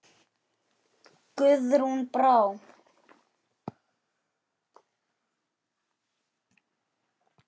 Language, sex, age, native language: Icelandic, male, 9, Icelandic